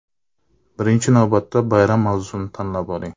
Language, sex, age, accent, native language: Uzbek, male, 25-34, Navoiy, Uzbek